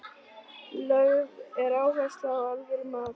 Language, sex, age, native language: Icelandic, female, 13, Icelandic